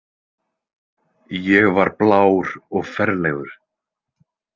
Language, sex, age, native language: Icelandic, male, 20-29, Icelandic